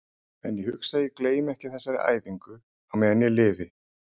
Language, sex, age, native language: Icelandic, male, 30-39, Icelandic